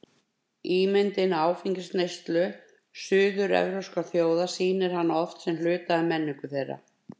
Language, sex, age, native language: Icelandic, female, 50-59, Icelandic